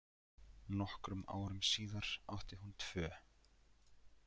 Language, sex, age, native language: Icelandic, male, 20-29, Icelandic